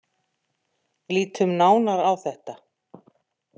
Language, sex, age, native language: Icelandic, female, 50-59, Icelandic